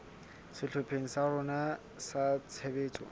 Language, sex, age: Southern Sotho, male, 20